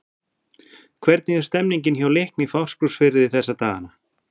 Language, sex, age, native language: Icelandic, male, 40-49, Icelandic